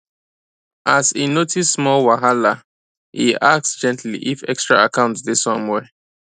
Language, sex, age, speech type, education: Nigerian Pidgin, male, 15-29, spontaneous, tertiary